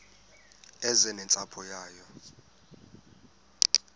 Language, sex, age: Xhosa, male, 18